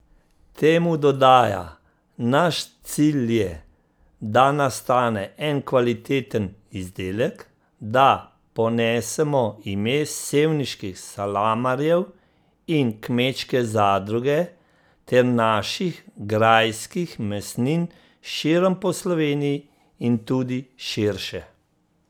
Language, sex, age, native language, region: Slovenian, male, 50-59, Slovenian, Central Slovenia